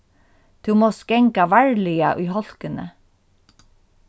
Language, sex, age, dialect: Faroese, female, 36-60, Norðurstreymoy/Eysturoy